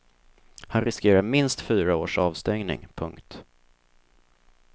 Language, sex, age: Swedish, male, 24